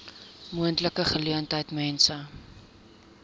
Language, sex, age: Afrikaans, female, 22